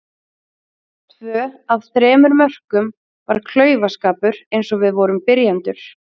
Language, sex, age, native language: Icelandic, female, 30-39, Icelandic